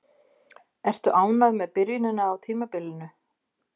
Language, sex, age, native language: Icelandic, female, 50-59, Icelandic